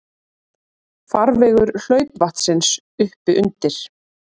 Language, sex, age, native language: Icelandic, female, 30-39, Icelandic